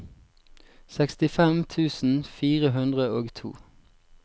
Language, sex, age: Norwegian, male, 20